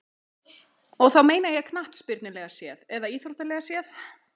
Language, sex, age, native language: Icelandic, female, 30-39, Icelandic